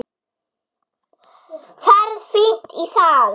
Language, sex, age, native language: Icelandic, female, 9, German